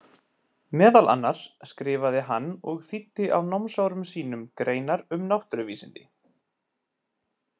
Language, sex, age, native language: Icelandic, male, 20-29, Icelandic